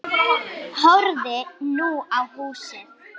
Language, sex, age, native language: Icelandic, female, 8, Icelandic